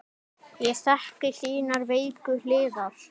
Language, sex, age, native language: Icelandic, male, 10, Icelandic